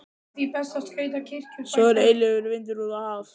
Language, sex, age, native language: Icelandic, male, 12, Icelandic